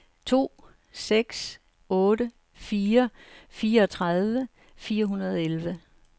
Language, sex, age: Danish, female, 69